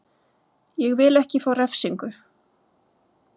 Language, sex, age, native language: Icelandic, female, 20-29, Icelandic